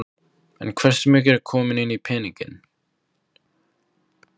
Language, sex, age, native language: Icelandic, male, 15, Icelandic